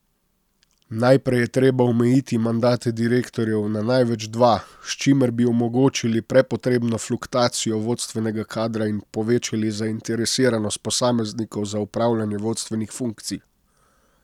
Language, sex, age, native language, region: Slovenian, male, 30-49, Slovenian, Posavska region